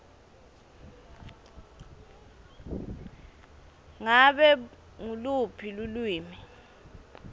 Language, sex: Swati, female